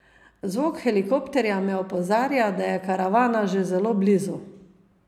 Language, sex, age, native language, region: Slovenian, female, 50-59, Slovenian, Savinja region